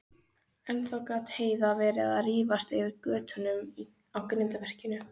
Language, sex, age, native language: Icelandic, female, 13, Icelandic